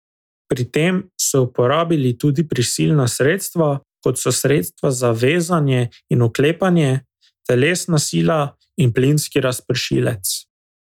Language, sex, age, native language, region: Slovenian, male, 18-29, Slovenian, Drava region